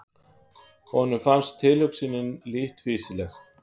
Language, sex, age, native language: Icelandic, male, 50-59, Icelandic